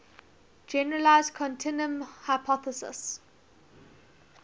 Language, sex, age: English, female, 19